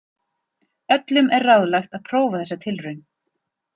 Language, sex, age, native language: Icelandic, female, 40-49, Icelandic